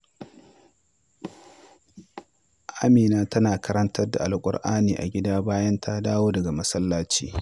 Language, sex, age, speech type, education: Hausa, male, 46-60, read, primary